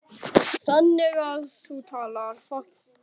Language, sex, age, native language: Icelandic, male, 10, Icelandic